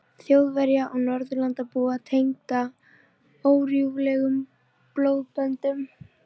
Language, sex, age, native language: Icelandic, female, 14, Icelandic